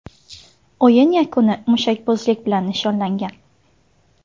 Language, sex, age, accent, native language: Uzbek, female, 19-29, Samarqand, Uzbek